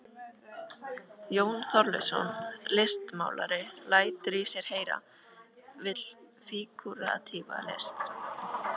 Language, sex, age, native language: Icelandic, female, 13, Icelandic